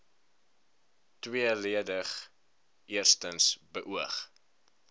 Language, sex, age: Afrikaans, male, 19